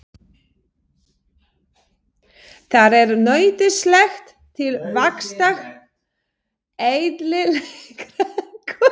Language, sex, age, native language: Icelandic, female, 40-49, Polish